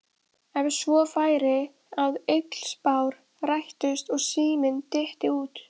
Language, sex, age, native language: Icelandic, female, 12, Icelandic